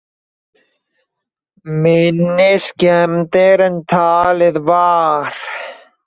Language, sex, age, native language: Icelandic, male, 20-29, Icelandic